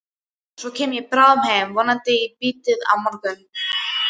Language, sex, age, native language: Icelandic, female, 12, Icelandic